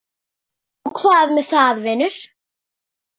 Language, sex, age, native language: Icelandic, female, 10, Icelandic